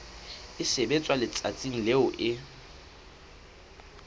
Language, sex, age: Southern Sotho, male, 21